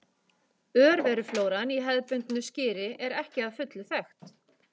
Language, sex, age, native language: Icelandic, female, 40-49, Icelandic